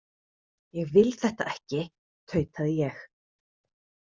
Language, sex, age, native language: Icelandic, female, 30-39, Icelandic